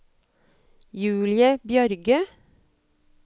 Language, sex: Norwegian, female